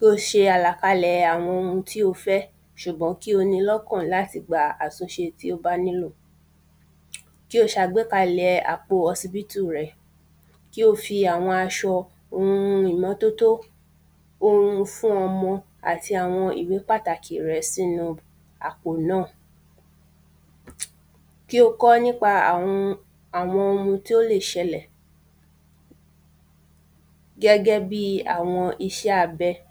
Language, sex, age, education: Yoruba, female, 30-45, primary